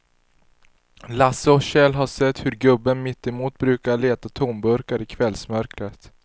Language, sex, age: Swedish, male, 19